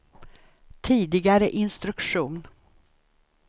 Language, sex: Swedish, female